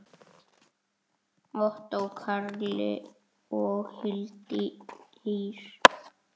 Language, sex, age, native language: Icelandic, male, 9, Icelandic